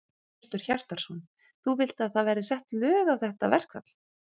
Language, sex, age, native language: Icelandic, female, 30-39, Icelandic